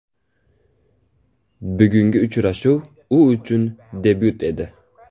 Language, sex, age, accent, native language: Uzbek, male, 18-24, Toshkent shahri, Uzbek